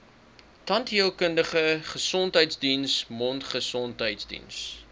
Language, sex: Afrikaans, male